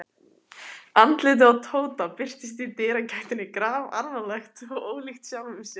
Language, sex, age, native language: Icelandic, female, 18-19, Icelandic